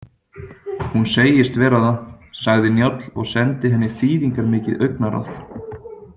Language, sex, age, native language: Icelandic, male, 30-39, Icelandic